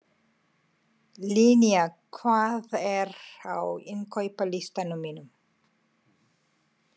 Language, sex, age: Icelandic, female, 50-59